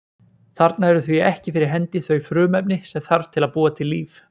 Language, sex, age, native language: Icelandic, male, 20-29, Icelandic